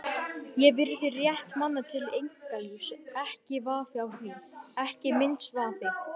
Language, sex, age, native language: Icelandic, male, 18-19, Icelandic